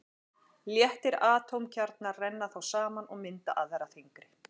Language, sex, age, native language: Icelandic, female, 40-49, Icelandic